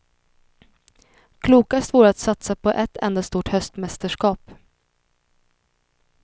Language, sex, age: Swedish, female, 21